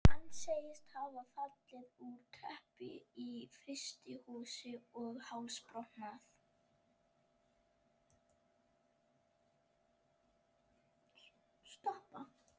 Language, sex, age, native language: Icelandic, female, 11, Icelandic